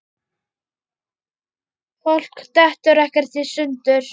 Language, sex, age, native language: Icelandic, male, 8, Icelandic